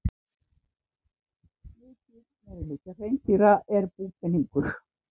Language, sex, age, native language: Icelandic, female, 60-69, Icelandic